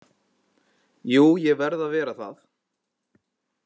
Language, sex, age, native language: Icelandic, male, 20-29, Icelandic